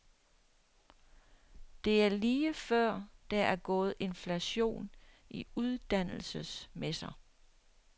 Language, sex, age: Danish, female, 60